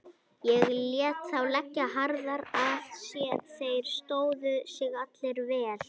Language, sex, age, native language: Icelandic, female, 21, Icelandic